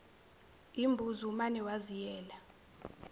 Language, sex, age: Zulu, female, 17